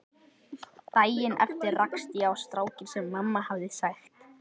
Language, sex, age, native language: Icelandic, male, 11, Icelandic